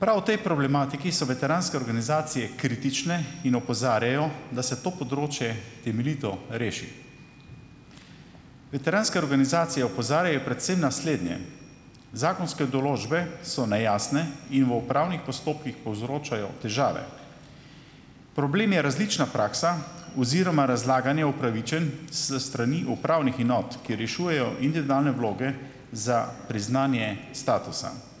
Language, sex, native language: Slovenian, male, Slovenian